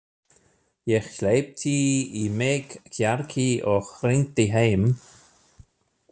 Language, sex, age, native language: Icelandic, male, 60-69, German